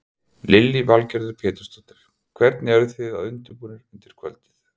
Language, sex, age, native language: Icelandic, male, 50-59, Icelandic